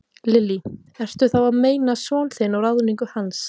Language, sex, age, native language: Icelandic, female, 20-29, Icelandic